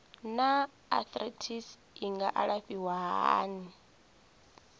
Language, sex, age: Venda, female, 24